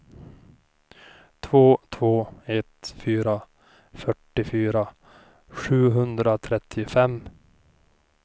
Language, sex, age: Swedish, male, 38